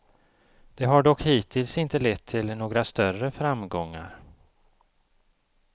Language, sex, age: Swedish, male, 54